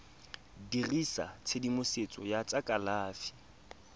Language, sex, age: Tswana, male, 22